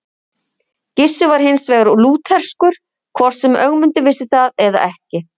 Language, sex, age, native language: Icelandic, female, 50-59, Icelandic